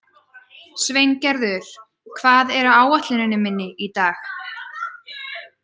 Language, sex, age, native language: Icelandic, female, 20-29, Icelandic